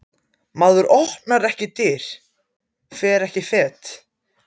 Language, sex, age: Icelandic, other, 14